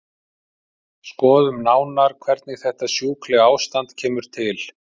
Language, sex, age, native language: Icelandic, male, 50-59, Icelandic